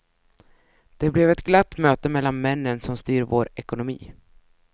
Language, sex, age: Swedish, female, 33